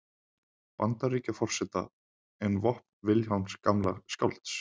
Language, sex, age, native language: Icelandic, male, 20-29, Icelandic